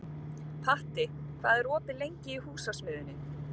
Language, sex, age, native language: Icelandic, female, 50-59, Icelandic